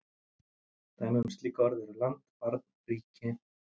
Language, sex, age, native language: Icelandic, male, 40-49, Icelandic